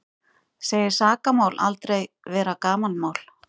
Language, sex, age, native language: Icelandic, female, 50-59, Icelandic